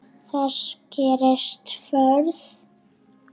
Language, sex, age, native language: Icelandic, female, 7, Icelandic